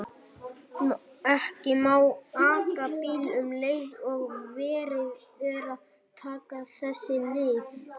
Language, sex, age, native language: Icelandic, male, 18-19, Icelandic